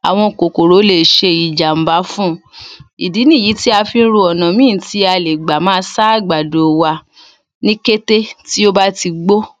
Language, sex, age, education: Yoruba, female, 30-45, tertiary